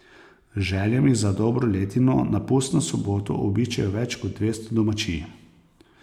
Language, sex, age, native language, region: Slovenian, male, 30-49, Slovenian, Posavska region